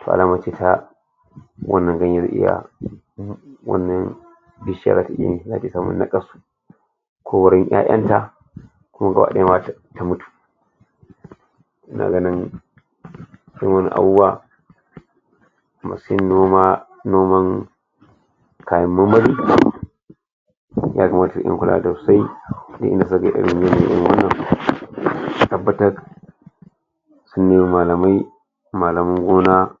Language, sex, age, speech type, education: Hausa, male, 60+, spontaneous, tertiary